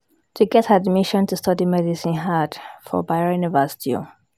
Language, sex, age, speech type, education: Nigerian Pidgin, female, 15-29, spontaneous, tertiary